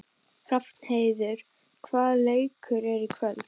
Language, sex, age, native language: Icelandic, female, 12, Icelandic